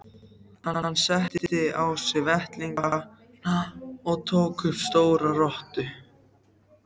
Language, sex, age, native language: Icelandic, other, 14, Icelandic